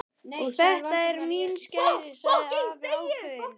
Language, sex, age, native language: Icelandic, male, 11, Icelandic